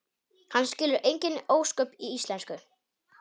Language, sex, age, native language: Icelandic, male, 18-19, Polish